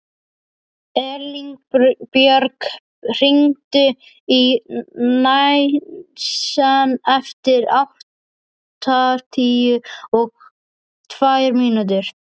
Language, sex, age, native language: Icelandic, male, 12, Icelandic